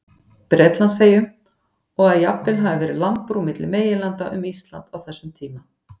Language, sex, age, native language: Icelandic, female, 50-59, Icelandic